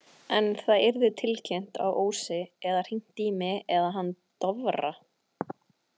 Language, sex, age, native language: Icelandic, female, 20-29, Icelandic